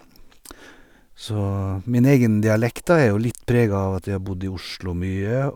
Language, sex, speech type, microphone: Norwegian, male, spontaneous, Sennheiser